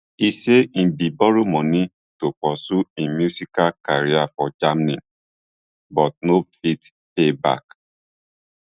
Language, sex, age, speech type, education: Nigerian Pidgin, male, 30-45, spontaneous, tertiary